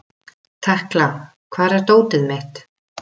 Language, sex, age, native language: Icelandic, female, 30-39, Icelandic